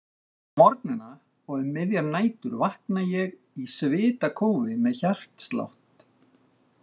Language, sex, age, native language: Icelandic, male, 60-69, Icelandic